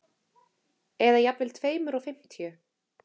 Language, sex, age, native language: Icelandic, female, 30-39, Icelandic